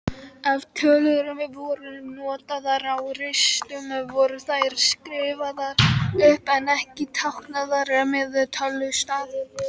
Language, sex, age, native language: Icelandic, female, 18-19, Icelandic